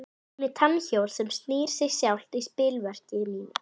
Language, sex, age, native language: Icelandic, female, 11, Icelandic